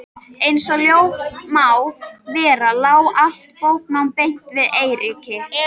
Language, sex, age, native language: Icelandic, female, 13, Icelandic